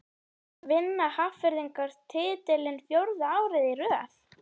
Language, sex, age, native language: Icelandic, female, 11, Icelandic